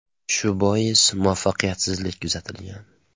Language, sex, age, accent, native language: Uzbek, male, 18-24, Namangan, Uzbek